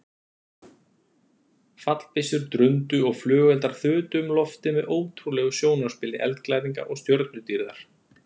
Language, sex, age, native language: Icelandic, male, 40-49, Icelandic